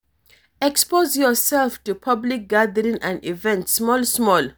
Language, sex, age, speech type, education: Nigerian Pidgin, female, 46-60, read, tertiary